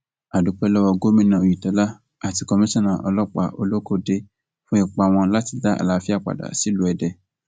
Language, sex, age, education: Yoruba, male, 15-29, tertiary